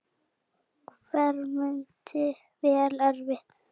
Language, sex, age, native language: Icelandic, female, 7, Icelandic